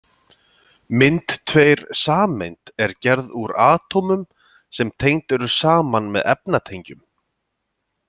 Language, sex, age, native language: Icelandic, male, 30-39, Icelandic